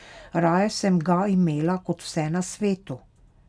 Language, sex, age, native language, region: Slovenian, female, 30-49, Slovenian, Pomurje region